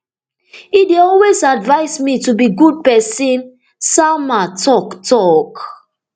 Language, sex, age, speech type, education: Nigerian Pidgin, female, 30-45, spontaneous, tertiary